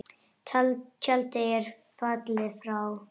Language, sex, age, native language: Icelandic, female, 10, Icelandic